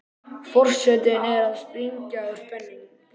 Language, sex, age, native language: Icelandic, male, 11, Icelandic